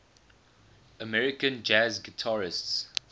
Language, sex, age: English, male, 20